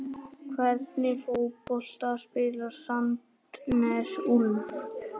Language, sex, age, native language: Icelandic, male, 10, Icelandic